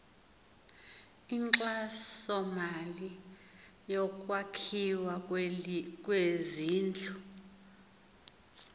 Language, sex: Xhosa, female